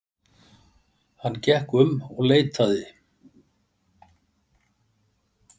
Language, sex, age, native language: Icelandic, male, 60-69, Icelandic